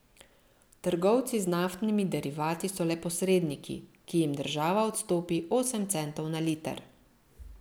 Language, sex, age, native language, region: Slovenian, female, 50-59, Slovenian, Central Slovenia